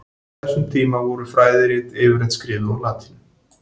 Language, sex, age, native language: Icelandic, male, 40-49, Icelandic